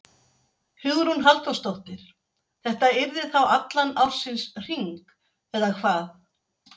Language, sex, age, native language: Icelandic, female, 60-69, Icelandic